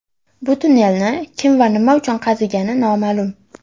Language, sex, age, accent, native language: Uzbek, female, under 19, Farg'ona, Uzbek